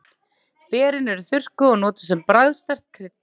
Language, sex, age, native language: Icelandic, female, 30-39, Icelandic